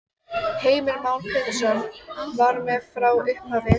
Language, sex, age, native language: Icelandic, female, 14, Icelandic